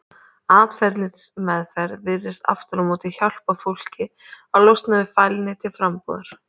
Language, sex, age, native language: Icelandic, female, 30-39, Icelandic